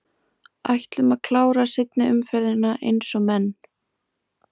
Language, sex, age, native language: Icelandic, female, 20-29, Icelandic